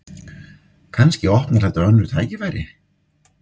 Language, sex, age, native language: Icelandic, male, 50-59, Icelandic